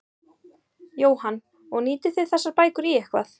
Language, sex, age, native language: Icelandic, female, 30-39, Icelandic